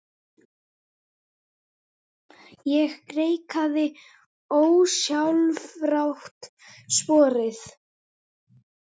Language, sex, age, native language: Icelandic, female, 18-19, Icelandic